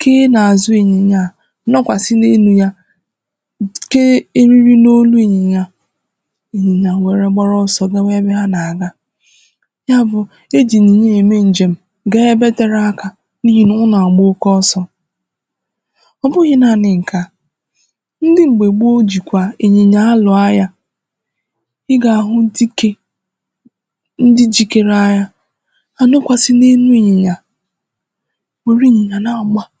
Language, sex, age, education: Igbo, female, 15-29, tertiary